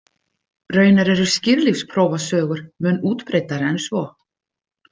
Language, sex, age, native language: Icelandic, female, 50-59, Icelandic